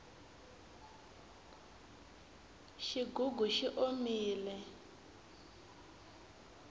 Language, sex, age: Tsonga, female, 24